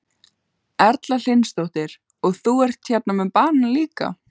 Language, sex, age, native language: Icelandic, female, 15, Icelandic